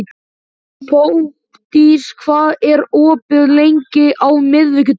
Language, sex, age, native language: Icelandic, male, 11, Icelandic